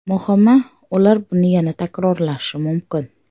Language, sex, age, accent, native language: Uzbek, female, 35+, Samarqand, Uzbek